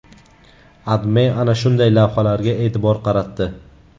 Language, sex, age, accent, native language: Uzbek, male, 18-24, Navoiy, Uzbek